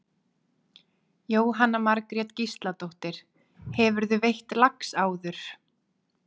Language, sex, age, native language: Icelandic, female, 20-29, Icelandic